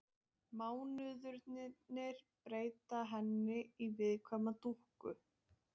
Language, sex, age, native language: Icelandic, female, 20-29, Icelandic